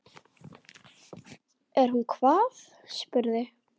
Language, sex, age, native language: Icelandic, female, 9, Icelandic